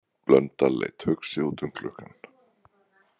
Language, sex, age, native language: Icelandic, male, 40-49, Icelandic